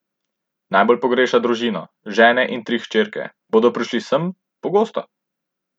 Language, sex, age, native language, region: Slovenian, male, 18-29, Slovenian, Central Slovenia